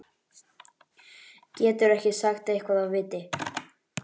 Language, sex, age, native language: Icelandic, male, 11, Icelandic